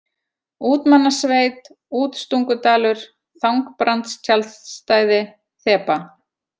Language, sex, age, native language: Icelandic, female, 40-49, Icelandic